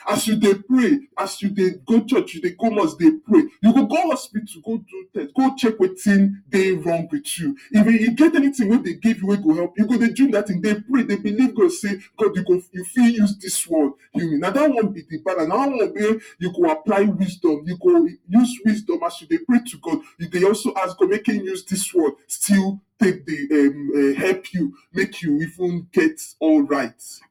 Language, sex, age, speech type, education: Nigerian Pidgin, male, 46-60, spontaneous, tertiary